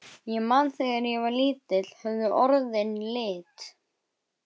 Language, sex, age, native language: Icelandic, male, 12, Icelandic